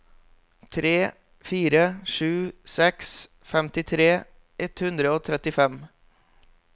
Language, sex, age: Norwegian, male, 32